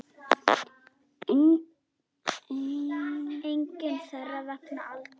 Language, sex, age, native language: Icelandic, female, 9, Icelandic